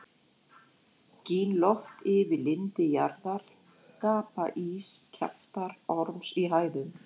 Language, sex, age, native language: Icelandic, female, 40-49, Icelandic